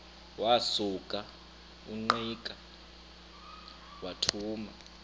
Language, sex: Xhosa, male